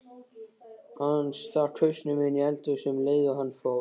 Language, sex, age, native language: Icelandic, male, 13, Icelandic